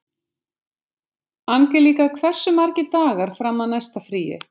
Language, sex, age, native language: Icelandic, female, 50-59, Icelandic